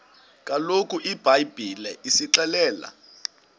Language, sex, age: Xhosa, male, 20